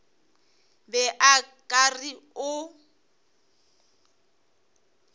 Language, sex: Northern Sotho, female